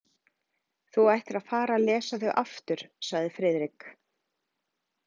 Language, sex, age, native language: Icelandic, female, 40-49, Icelandic